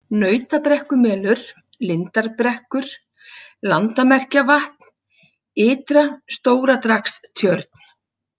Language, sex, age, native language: Icelandic, female, 40-49, Icelandic